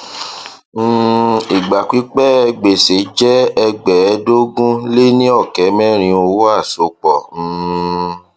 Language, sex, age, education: Yoruba, male, 30-45, tertiary